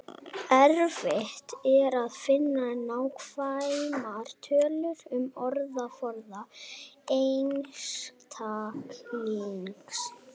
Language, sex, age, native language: Icelandic, female, 30-39, Icelandic